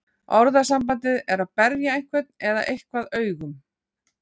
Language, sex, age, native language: Icelandic, female, 40-49, Icelandic